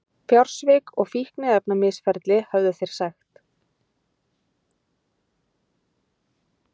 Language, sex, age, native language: Icelandic, female, 30-39, Icelandic